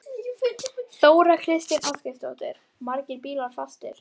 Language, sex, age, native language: Icelandic, female, 11, Icelandic